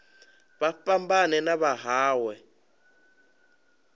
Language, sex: Venda, male